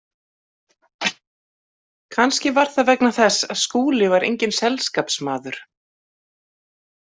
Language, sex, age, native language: Icelandic, female, 40-49, Icelandic